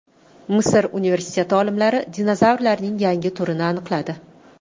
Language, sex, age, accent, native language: Uzbek, female, 25-34, Toshkent shahri, Uzbek